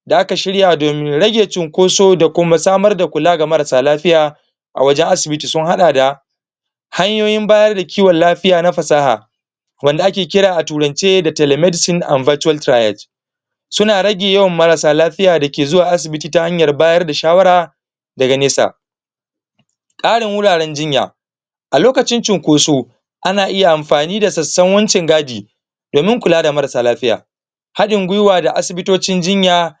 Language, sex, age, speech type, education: Hausa, male, 15-29, spontaneous, primary